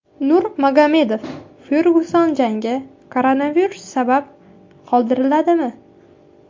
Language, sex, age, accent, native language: Uzbek, female, 18-24, Qashqadaryo, Uzbek